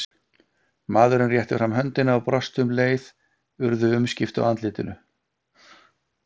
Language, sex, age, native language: Icelandic, male, 50-59, Icelandic